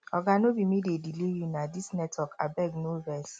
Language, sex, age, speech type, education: Nigerian Pidgin, male, 30-45, spontaneous, tertiary